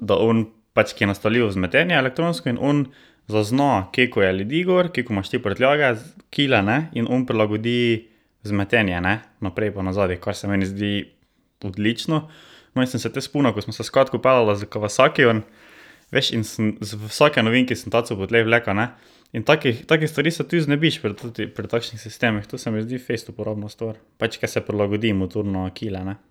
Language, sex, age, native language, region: Slovenian, male, 18-29, Slovenian, Drava region